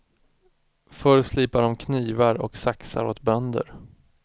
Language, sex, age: Swedish, male, 36